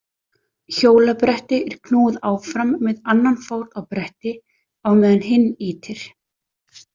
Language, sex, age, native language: Icelandic, female, 30-39, Icelandic